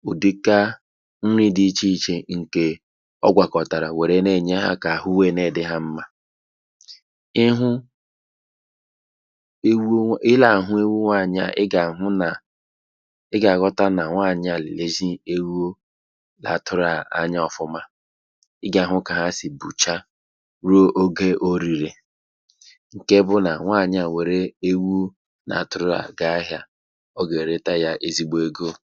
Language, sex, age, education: Igbo, male, 30-45, tertiary